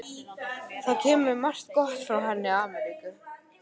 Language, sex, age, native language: Icelandic, male, 11, Icelandic